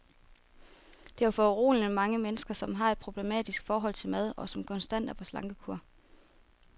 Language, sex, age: Danish, female, 24